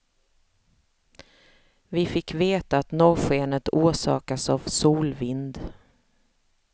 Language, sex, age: Swedish, female, 45